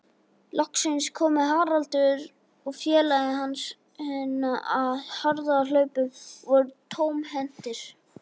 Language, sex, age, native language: Icelandic, male, 18-19, Icelandic